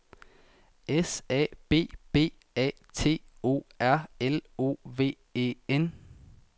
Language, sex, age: Danish, male, 19